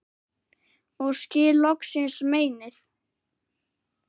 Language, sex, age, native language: Icelandic, male, 9, Icelandic